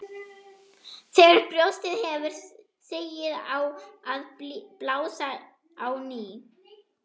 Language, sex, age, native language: Icelandic, female, 11, German